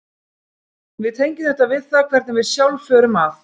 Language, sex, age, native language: Icelandic, female, 30-39, Icelandic